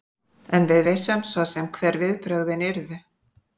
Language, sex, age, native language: Icelandic, female, 50-59, Icelandic